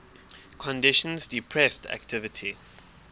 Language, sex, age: English, male, 23